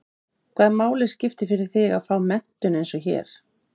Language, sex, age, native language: Icelandic, female, 50-59, Icelandic